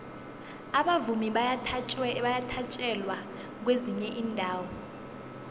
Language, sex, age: South Ndebele, female, 21